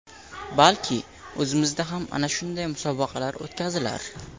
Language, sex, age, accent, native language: Uzbek, male, 18-24, Samarqand, Uzbek